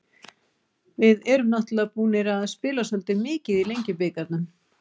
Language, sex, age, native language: Icelandic, female, 40-49, Icelandic